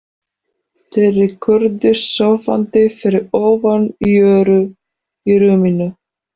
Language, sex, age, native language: Icelandic, female, 40-49, Polish